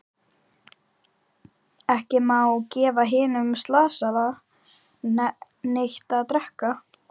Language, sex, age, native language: Icelandic, female, 12, Icelandic